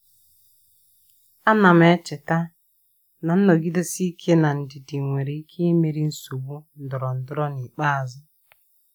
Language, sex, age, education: Igbo, female, 30-45, tertiary